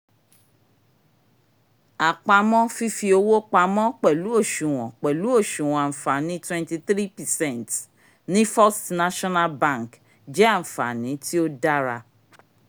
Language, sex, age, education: Yoruba, female, 46-60, tertiary